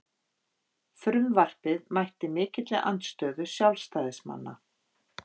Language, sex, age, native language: Icelandic, female, 50-59, Icelandic